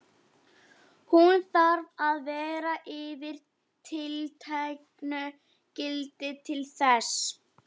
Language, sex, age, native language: Icelandic, female, 11, Icelandic